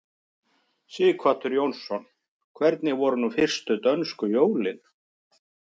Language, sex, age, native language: Icelandic, male, 50-59, Icelandic